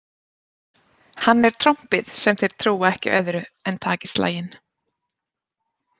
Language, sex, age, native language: Icelandic, female, 30-39, Icelandic